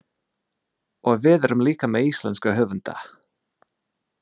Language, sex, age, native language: Icelandic, male, 30-39, English